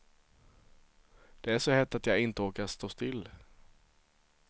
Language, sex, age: Swedish, male, 23